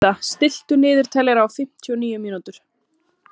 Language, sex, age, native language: Icelandic, female, 20-29, Icelandic